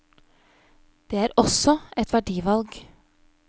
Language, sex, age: Norwegian, female, 31